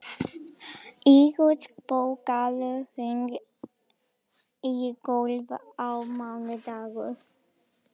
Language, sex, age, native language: Icelandic, female, 11, Icelandic